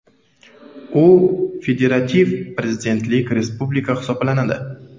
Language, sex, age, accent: Uzbek, male, 18-24, Qoraqalpog'iston